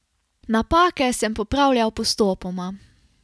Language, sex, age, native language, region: Slovenian, female, 18-29, Slovenian, Carinthia region